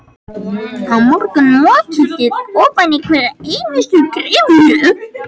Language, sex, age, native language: Icelandic, other, 13, Icelandic